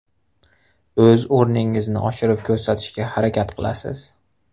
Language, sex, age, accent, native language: Uzbek, male, 25-34, Xorazm, Uzbek